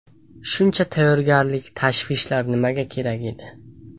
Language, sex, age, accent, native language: Uzbek, male, 18-24, Samarqand, Uzbek